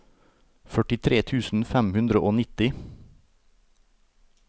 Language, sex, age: Norwegian, male, 38